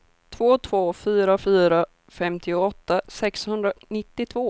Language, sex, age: Swedish, female, 24